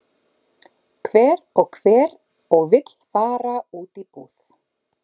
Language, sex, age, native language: Icelandic, female, 30-39, Icelandic